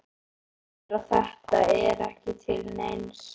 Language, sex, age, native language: Icelandic, male, 11, Icelandic